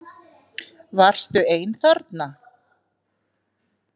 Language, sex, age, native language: Icelandic, female, 40-49, Icelandic